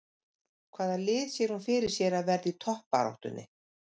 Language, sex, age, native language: Icelandic, female, 50-59, Icelandic